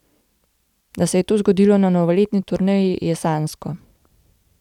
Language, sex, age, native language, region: Slovenian, female, 18-29, Slovenian, Gorenjska region